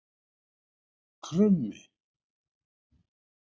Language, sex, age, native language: Icelandic, male, 70-79, Icelandic